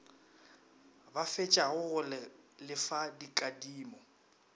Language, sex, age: Northern Sotho, male, 24